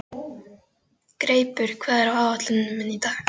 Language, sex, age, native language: Icelandic, female, 12, Icelandic